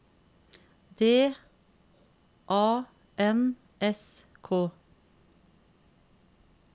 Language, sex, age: Norwegian, female, 50